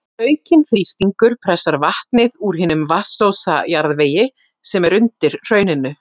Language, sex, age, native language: Icelandic, female, 40-49, Icelandic